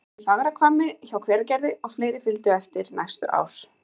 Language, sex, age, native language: Icelandic, female, 30-39, Icelandic